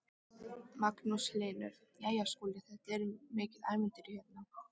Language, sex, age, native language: Icelandic, female, 13, Icelandic